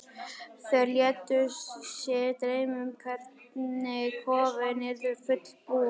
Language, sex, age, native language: Icelandic, female, 11, Icelandic